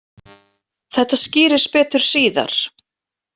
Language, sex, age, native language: Icelandic, female, 40-49, Icelandic